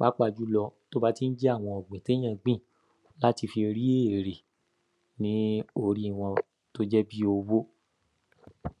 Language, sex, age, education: Yoruba, male, 15-29, tertiary